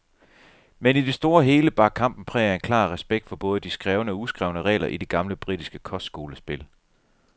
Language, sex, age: Danish, male, 37